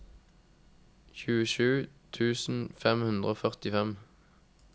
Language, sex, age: Norwegian, male, 21